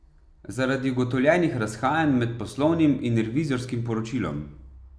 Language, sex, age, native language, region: Slovenian, male, 30-49, Slovenian, Savinja region